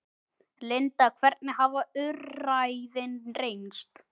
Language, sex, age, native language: Icelandic, male, 10, Icelandic